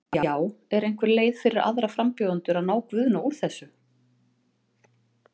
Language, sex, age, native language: Icelandic, female, 40-49, Icelandic